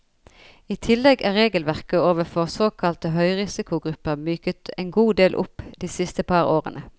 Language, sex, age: Norwegian, female, 40